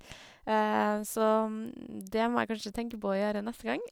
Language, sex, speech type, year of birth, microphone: Norwegian, female, spontaneous, 1982, Sennheiser